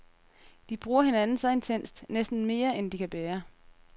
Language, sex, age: Danish, female, 30